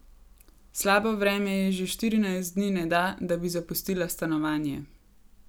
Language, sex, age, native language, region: Slovenian, female, 18-29, Slovenian, Gorenjska region